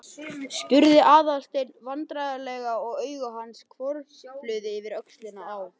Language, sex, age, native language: Icelandic, male, 12, Icelandic